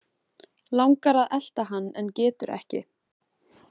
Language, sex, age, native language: Icelandic, female, 20-29, Icelandic